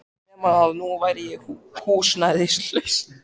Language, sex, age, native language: Icelandic, male, 14, Icelandic